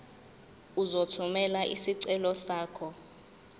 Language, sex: Zulu, female